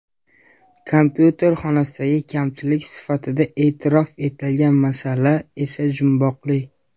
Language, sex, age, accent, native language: Uzbek, male, 19-29, Namangan, Uzbek